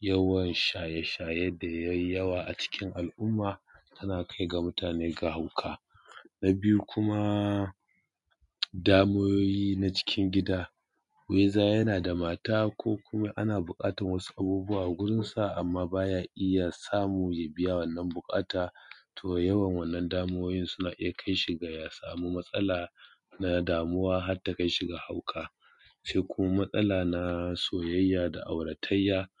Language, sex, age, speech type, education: Hausa, male, 30-45, spontaneous, tertiary